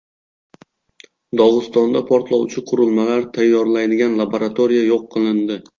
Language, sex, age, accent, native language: Uzbek, male, 18-24, Xorazm, Uzbek